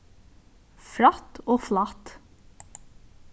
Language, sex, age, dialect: Faroese, female, 15-35, Suðurstreymoy